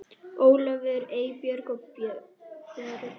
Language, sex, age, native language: Icelandic, female, 10, Icelandic